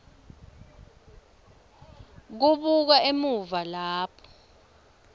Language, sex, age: Swati, female, 24